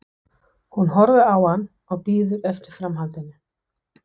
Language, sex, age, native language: Icelandic, female, 60-69, Danish